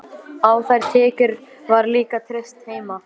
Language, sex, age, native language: Icelandic, male, 11, Icelandic